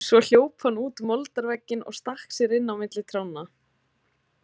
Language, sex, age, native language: Icelandic, female, 20-29, Icelandic